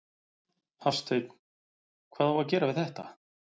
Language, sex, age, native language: Icelandic, male, 40-49, Icelandic